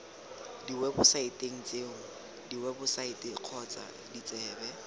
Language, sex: Tswana, male